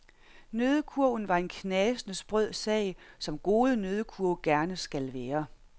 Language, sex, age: Danish, female, 46